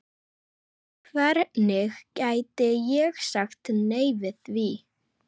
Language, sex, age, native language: Icelandic, other, 11, Icelandic